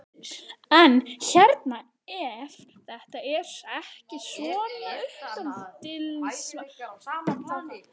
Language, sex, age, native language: Icelandic, male, 11, Icelandic